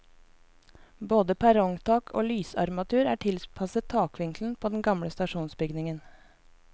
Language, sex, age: Norwegian, female, 24